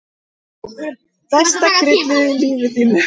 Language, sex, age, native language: Icelandic, female, 10, Icelandic